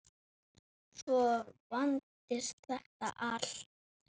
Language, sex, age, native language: Icelandic, female, 9, Icelandic